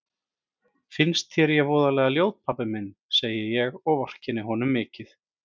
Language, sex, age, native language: Icelandic, male, 30-39, Icelandic